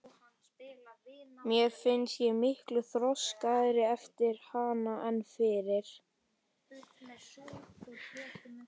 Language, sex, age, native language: Icelandic, male, 11, Icelandic